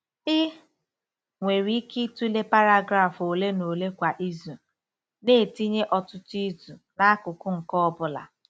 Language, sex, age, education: Igbo, female, 15-29, tertiary